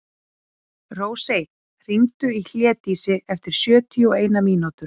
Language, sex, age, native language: Icelandic, female, 40-49, Icelandic